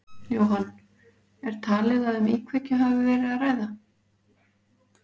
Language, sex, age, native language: Icelandic, female, 40-49, Icelandic